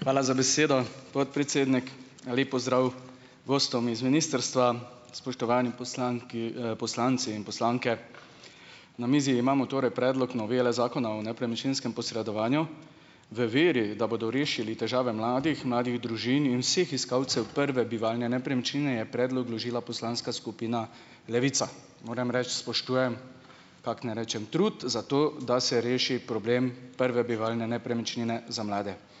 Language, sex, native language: Slovenian, male, Slovenian